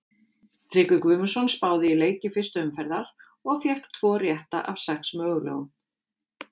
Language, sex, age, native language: Icelandic, female, 50-59, Icelandic